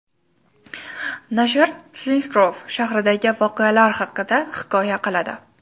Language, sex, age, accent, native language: Uzbek, female, 18-24, Toshkent shahri, Uzbek